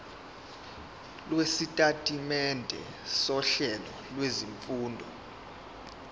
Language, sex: Zulu, male